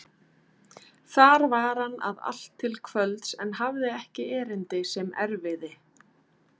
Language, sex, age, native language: Icelandic, female, 30-39, Icelandic